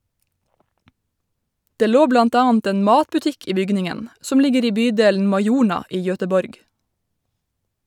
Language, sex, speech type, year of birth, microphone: Norwegian, female, read, 1990, Shure